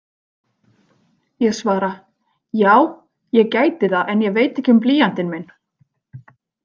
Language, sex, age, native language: Icelandic, female, 40-49, Icelandic